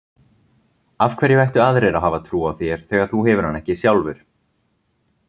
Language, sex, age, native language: Icelandic, male, 30-39, Icelandic